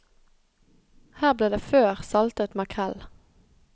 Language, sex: Norwegian, female